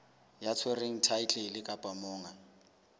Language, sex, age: Southern Sotho, male, 21